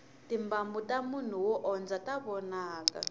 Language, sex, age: Tsonga, female, 21